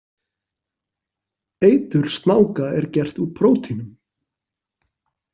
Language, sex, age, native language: Icelandic, male, 40-49, Icelandic